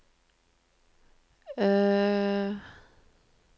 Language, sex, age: Norwegian, female, 42